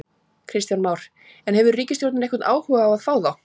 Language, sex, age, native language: Icelandic, female, 40-49, Icelandic